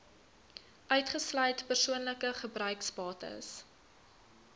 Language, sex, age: Afrikaans, female, 22